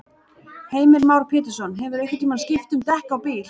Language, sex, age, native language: Icelandic, female, 30-39, Icelandic